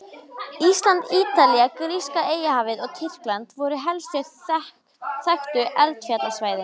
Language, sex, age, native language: Icelandic, female, 20-29, Icelandic